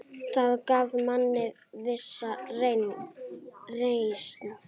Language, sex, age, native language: Icelandic, female, 8, Icelandic